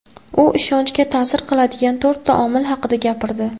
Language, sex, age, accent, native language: Uzbek, female, 18-24, Samarqand, Uzbek